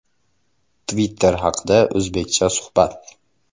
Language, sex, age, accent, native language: Uzbek, male, 18-24, Andijon, Uzbek